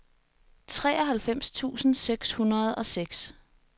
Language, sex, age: Danish, female, 21